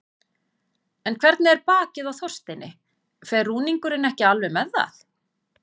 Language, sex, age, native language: Icelandic, female, 40-49, Icelandic